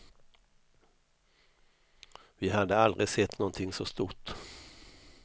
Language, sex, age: Swedish, male, 64